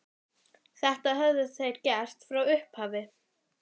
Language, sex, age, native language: Icelandic, female, 11, Icelandic